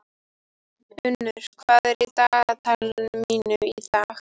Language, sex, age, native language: Icelandic, female, 12, Icelandic